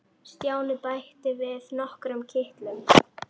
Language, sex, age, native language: Icelandic, female, 10, Icelandic